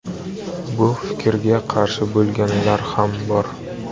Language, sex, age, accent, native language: Uzbek, male, 25-34, Navoiy, Uzbek